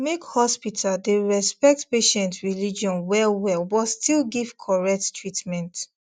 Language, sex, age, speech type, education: Nigerian Pidgin, female, 15-29, spontaneous, tertiary